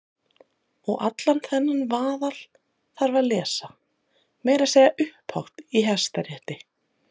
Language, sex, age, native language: Icelandic, female, 30-39, Icelandic